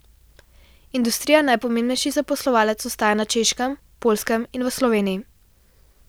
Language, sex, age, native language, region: Slovenian, female, 12-17, Slovenian, Central Slovenia